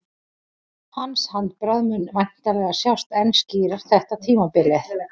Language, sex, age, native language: Icelandic, female, 40-49, Icelandic